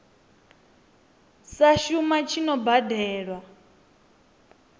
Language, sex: Venda, female